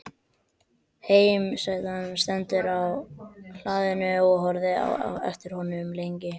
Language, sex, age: Icelandic, male, 12